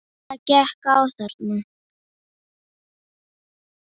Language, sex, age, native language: Icelandic, female, 10, Icelandic